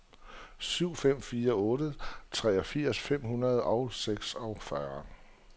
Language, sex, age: Danish, male, 47